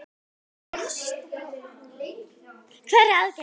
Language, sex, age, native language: Icelandic, female, 10, Icelandic